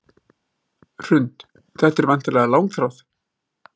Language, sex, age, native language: Icelandic, male, 30-39, Icelandic